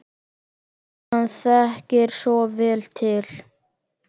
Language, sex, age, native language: Icelandic, male, 10, Icelandic